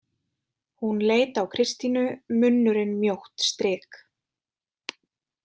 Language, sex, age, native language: Icelandic, female, 20-29, Icelandic